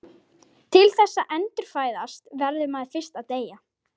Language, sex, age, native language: Icelandic, female, 12, Icelandic